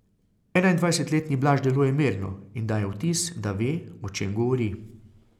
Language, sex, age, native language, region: Slovenian, male, 30-49, Slovenian, Carinthia region